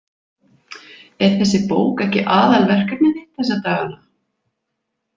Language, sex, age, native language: Icelandic, female, 50-59, Icelandic